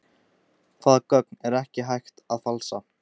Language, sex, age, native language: Icelandic, male, 14, Icelandic